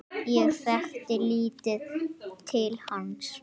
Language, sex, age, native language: Icelandic, male, 9, Icelandic